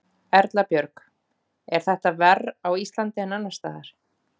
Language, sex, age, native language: Icelandic, female, 40-49, Icelandic